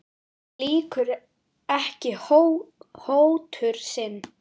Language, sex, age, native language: Icelandic, female, 9, Icelandic